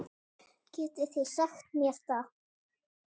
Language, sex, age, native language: Icelandic, female, 8, Icelandic